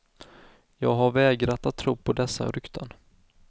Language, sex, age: Swedish, male, 19